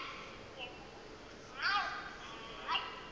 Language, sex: Northern Sotho, female